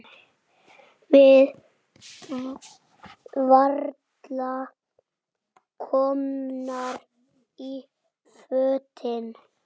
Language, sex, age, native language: Icelandic, male, 7, Icelandic